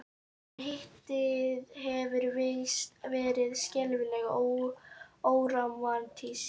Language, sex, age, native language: Icelandic, female, 12, Icelandic